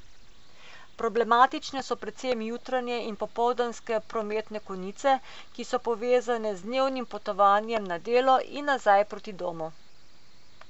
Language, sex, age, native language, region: Slovenian, female, 50-59, Slovenian, Coastal Karst region